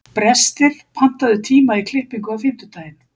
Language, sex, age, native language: Icelandic, female, 50-59, Icelandic